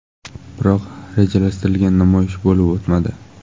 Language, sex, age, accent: Uzbek, male, 18-24, Qoraqalpog'iston